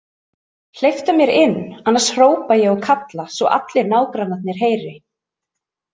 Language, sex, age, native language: Icelandic, female, 30-39, Icelandic